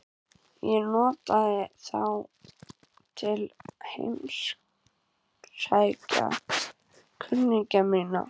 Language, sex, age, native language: Icelandic, female, 11, Icelandic